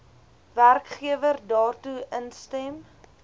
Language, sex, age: Afrikaans, female, 21